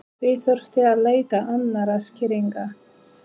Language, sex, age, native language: Icelandic, female, 30-39, Polish